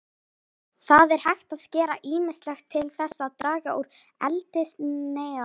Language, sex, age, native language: Icelandic, female, 18-19, Icelandic